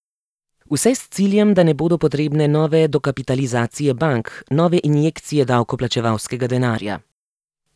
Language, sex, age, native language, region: Slovenian, female, 30-49, Slovenian, Gorenjska region